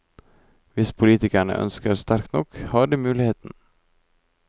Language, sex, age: Norwegian, male, 24